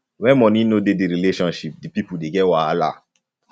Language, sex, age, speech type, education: Nigerian Pidgin, male, 15-29, spontaneous, tertiary